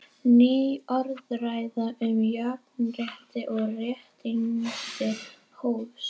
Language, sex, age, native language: Icelandic, female, 11, Icelandic